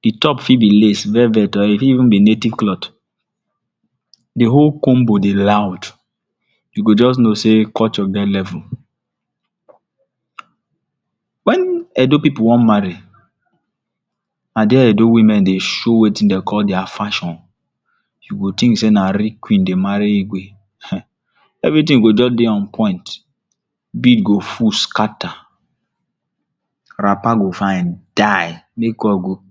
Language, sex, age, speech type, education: Nigerian Pidgin, male, 46-60, spontaneous, tertiary